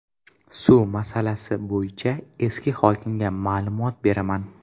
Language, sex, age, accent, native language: Uzbek, male, 12-17, Toshkent shahri, Uzbek